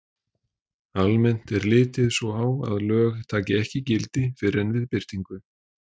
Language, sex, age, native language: Icelandic, male, 30-39, Icelandic